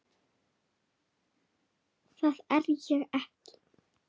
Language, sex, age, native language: Icelandic, male, 8, Icelandic